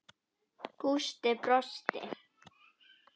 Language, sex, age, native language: Icelandic, female, 10, Icelandic